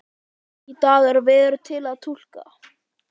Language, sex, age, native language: Icelandic, male, 11, Icelandic